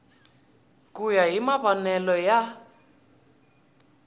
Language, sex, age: Tsonga, male, 20